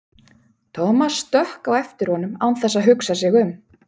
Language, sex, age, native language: Icelandic, female, 30-39, Icelandic